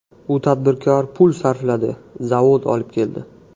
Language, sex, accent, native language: Uzbek, male, Andijon, Uzbek